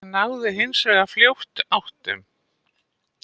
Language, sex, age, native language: Icelandic, female, 60-69, Icelandic